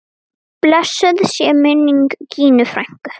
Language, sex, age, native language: Icelandic, female, 9, Icelandic